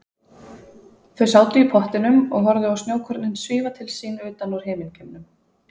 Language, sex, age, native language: Icelandic, female, 20-29, Icelandic